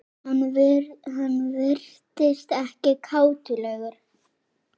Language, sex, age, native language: Icelandic, female, 6, Icelandic